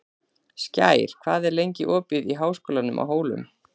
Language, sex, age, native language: Icelandic, female, 40-49, Icelandic